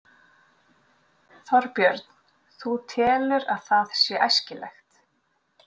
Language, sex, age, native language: Icelandic, female, 40-49, Icelandic